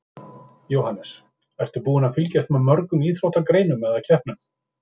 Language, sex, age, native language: Icelandic, male, 50-59, Icelandic